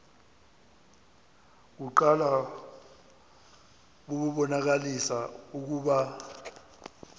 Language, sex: Xhosa, male